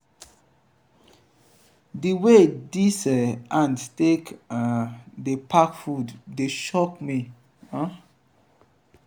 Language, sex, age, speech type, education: Nigerian Pidgin, male, 30-45, spontaneous, tertiary